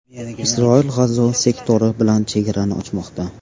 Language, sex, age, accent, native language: Uzbek, male, 18-24, Farg'ona, Uzbek